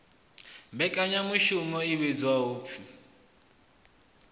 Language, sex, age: Venda, male, 21